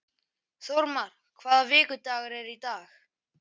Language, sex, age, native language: Icelandic, male, 11, Icelandic